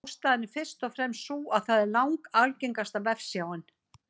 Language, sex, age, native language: Icelandic, female, 50-59, Icelandic